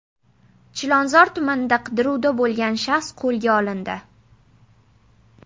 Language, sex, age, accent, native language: Uzbek, female, 18-24, Namangan, Uzbek